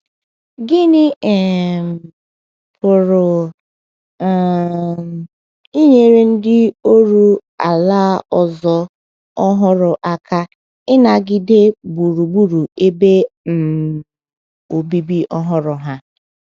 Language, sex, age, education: Igbo, female, 15-29, tertiary